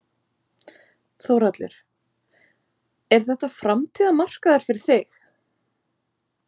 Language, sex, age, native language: Icelandic, female, 20-29, Icelandic